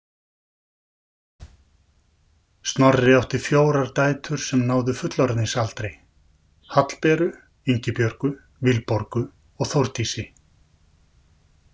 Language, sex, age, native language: Icelandic, male, 50-59, Icelandic